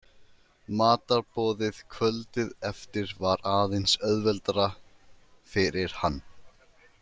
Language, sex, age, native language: Icelandic, male, 20-29, Icelandic